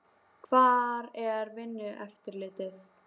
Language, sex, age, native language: Icelandic, female, 12, Icelandic